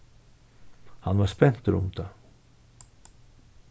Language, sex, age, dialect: Faroese, male, 61+, Suðurstreymoy